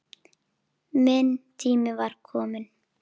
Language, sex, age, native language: Icelandic, female, 9, Icelandic